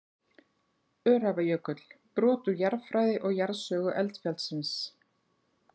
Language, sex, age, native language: Icelandic, female, 40-49, Icelandic